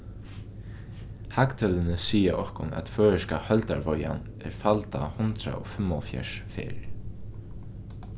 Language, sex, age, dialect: Faroese, male, 15-35, Norðuroyggjar